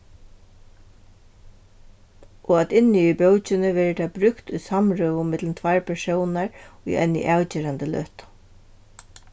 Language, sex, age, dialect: Faroese, female, 36-60, Vágar